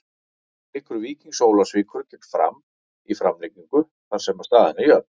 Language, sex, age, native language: Icelandic, male, 40-49, Icelandic